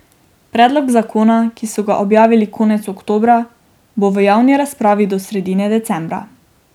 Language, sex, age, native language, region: Slovenian, female, 18-29, Slovenian, Drava region